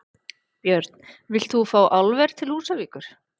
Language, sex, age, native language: Icelandic, female, 30-39, Icelandic